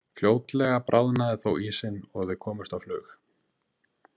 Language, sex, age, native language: Icelandic, male, 20-29, Icelandic